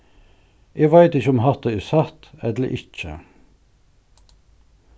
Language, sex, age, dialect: Faroese, male, 61+, Suðurstreymoy